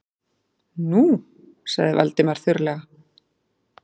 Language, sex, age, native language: Icelandic, female, 40-49, Icelandic